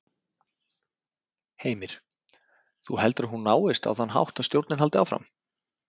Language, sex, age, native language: Icelandic, male, 30-39, Icelandic